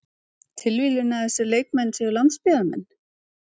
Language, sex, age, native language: Icelandic, female, 30-39, Icelandic